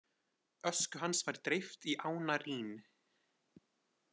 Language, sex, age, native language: Icelandic, male, 20-29, Icelandic